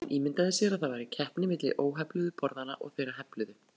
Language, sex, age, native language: Icelandic, female, 40-49, Icelandic